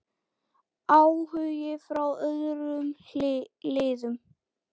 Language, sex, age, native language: Icelandic, male, 10, Icelandic